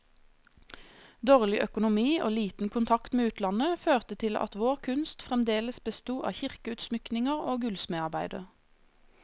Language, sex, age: Norwegian, female, 26